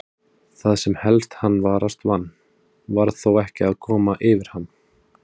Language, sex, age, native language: Icelandic, male, 30-39, Icelandic